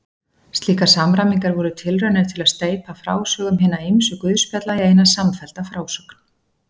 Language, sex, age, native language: Icelandic, female, 40-49, Icelandic